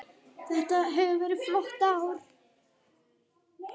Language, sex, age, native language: Icelandic, female, 9, Icelandic